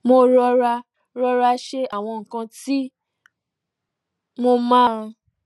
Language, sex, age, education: Yoruba, female, 15-29, tertiary